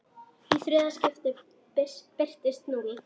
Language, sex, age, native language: Icelandic, female, 10, Icelandic